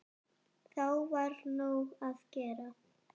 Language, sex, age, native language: Icelandic, female, 7, Icelandic